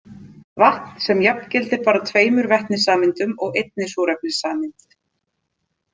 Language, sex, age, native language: Icelandic, female, 30-39, Icelandic